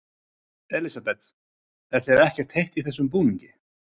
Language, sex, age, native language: Icelandic, male, 30-39, Icelandic